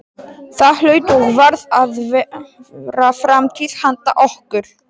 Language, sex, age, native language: Icelandic, male, 40-49, Polish